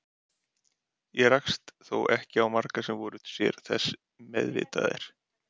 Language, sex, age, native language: Icelandic, male, 30-39, Icelandic